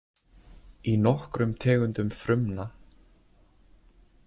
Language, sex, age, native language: Icelandic, male, 20-29, Icelandic